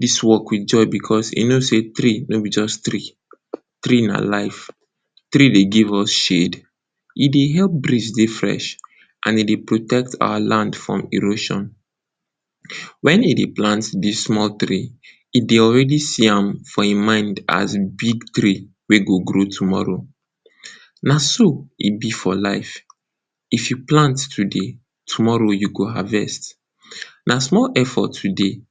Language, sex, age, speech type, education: Nigerian Pidgin, male, 46-60, spontaneous, tertiary